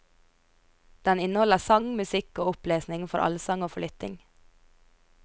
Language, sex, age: Norwegian, female, 22